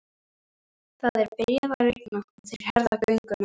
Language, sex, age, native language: Icelandic, female, 12, Icelandic